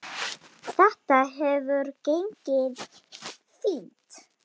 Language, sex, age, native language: Icelandic, female, 9, Icelandic